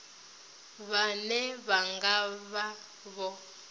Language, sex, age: Venda, female, 20